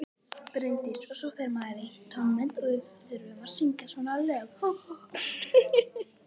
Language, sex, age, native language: Icelandic, female, 18-19, Icelandic